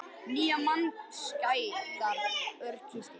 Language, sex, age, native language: Icelandic, female, 50-59, Icelandic